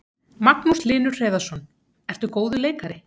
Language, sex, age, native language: Icelandic, female, 30-39, Icelandic